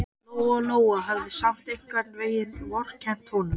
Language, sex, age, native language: Icelandic, male, 12, Icelandic